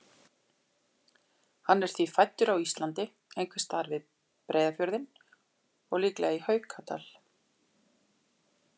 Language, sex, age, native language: Icelandic, female, 40-49, Icelandic